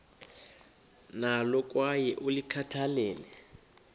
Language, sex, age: Xhosa, male, 21